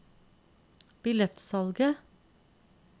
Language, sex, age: Norwegian, female, 50